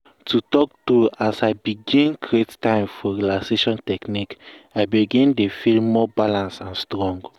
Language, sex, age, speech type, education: Nigerian Pidgin, male, 15-29, spontaneous, tertiary